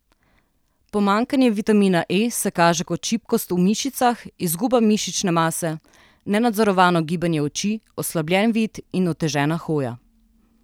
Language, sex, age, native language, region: Slovenian, female, 30-49, Slovenian, Southeast Slovenia